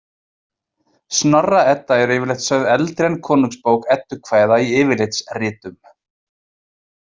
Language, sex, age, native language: Icelandic, male, 20-29, Icelandic